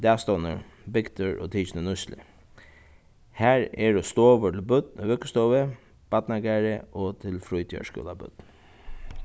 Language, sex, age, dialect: Faroese, male, 36-60, Suðuroy